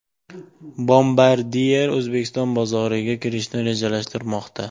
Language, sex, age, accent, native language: Uzbek, male, 18-24, Andijon, Uzbek